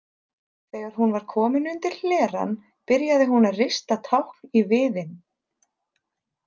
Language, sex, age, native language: Icelandic, female, 30-39, Icelandic